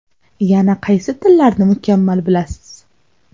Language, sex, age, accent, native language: Uzbek, female, 18-24, Toshkent shahri, Uzbek